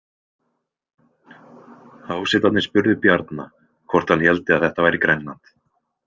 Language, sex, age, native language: Icelandic, male, 20-29, Icelandic